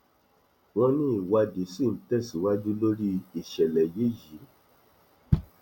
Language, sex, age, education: Yoruba, male, 30-45, tertiary